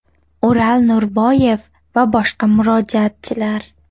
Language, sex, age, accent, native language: Uzbek, female, under 19, Toshkent shahri, Uzbek